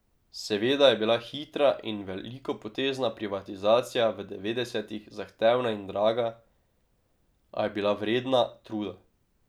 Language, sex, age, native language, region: Slovenian, male, 18-29, Slovenian, Drava region